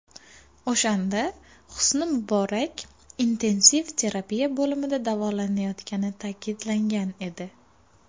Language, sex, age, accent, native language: Uzbek, female, 19-29, Farg'ona, Uzbek